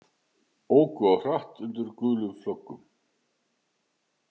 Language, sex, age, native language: Icelandic, male, 50-59, Icelandic